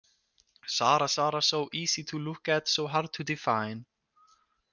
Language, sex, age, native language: Icelandic, male, 20-29, Icelandic